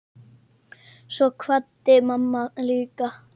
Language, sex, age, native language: Icelandic, male, 9, Icelandic